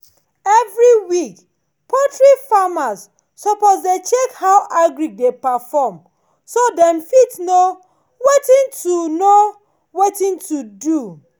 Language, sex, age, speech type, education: Nigerian Pidgin, female, 30-45, spontaneous, tertiary